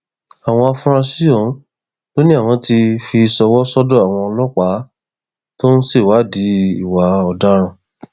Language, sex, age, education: Yoruba, male, 15-29, tertiary